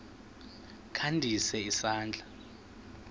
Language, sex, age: Xhosa, male, 20